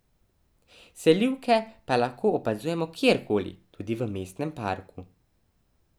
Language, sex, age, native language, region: Slovenian, male, 12-17, Slovenian, Drava region